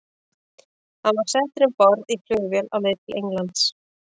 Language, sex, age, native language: Icelandic, female, 40-49, Icelandic